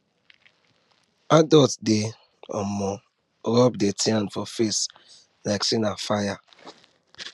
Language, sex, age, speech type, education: Nigerian Pidgin, male, 15-29, spontaneous, tertiary